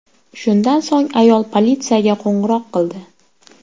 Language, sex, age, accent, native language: Uzbek, female, 18-24, Sirdaryo, Uzbek